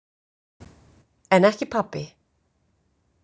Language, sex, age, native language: Icelandic, female, 50-59, Icelandic